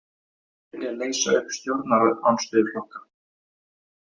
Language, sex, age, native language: Icelandic, male, 18-19, Icelandic